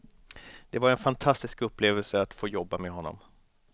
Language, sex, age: Swedish, male, 29